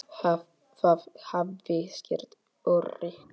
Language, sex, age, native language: Icelandic, male, 8, Polish